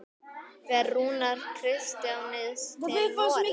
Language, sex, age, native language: Icelandic, male, 10, Icelandic